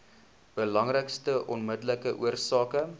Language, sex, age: Afrikaans, male, 19